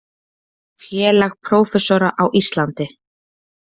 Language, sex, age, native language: Icelandic, female, 20-29, Icelandic